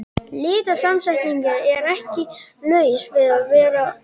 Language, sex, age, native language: Icelandic, male, 12, Icelandic